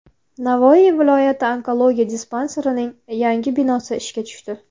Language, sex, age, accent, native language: Uzbek, female, 19-29, Navoiy, Uzbek